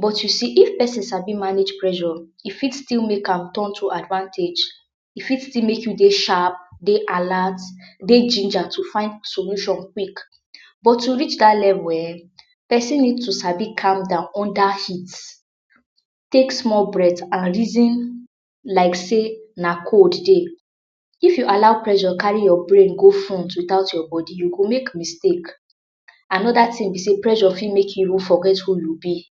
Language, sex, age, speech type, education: Nigerian Pidgin, female, 60+, spontaneous, tertiary